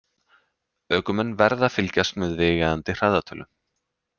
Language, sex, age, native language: Icelandic, male, 30-39, Icelandic